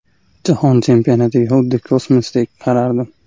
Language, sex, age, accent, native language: Uzbek, male, 25-34, Andijon, Uzbek